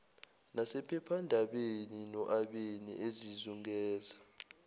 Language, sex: Zulu, male